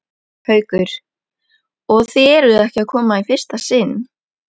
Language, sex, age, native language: Icelandic, female, 11, Icelandic